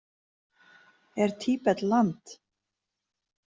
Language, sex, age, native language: Icelandic, female, 30-39, Icelandic